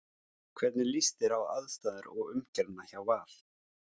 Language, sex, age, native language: Icelandic, male, 17, Icelandic